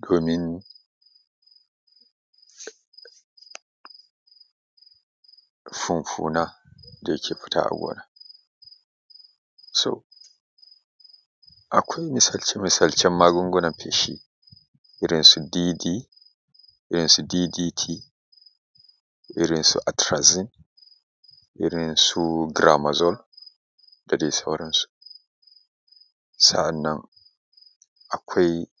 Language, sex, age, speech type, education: Hausa, male, 30-45, spontaneous, tertiary